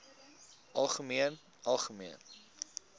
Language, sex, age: Afrikaans, male, 22